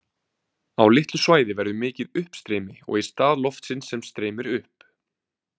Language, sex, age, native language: Icelandic, male, 20-29, Icelandic